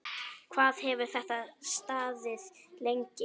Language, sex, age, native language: Icelandic, female, 9, Icelandic